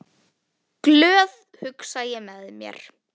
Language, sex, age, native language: Icelandic, female, 9, Icelandic